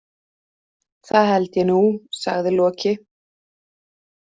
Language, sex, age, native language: Icelandic, female, 20-29, Icelandic